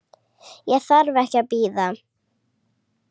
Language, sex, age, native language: Icelandic, female, 8, Icelandic